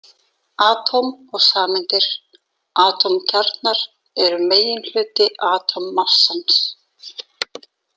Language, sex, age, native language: Icelandic, female, 40-49, Icelandic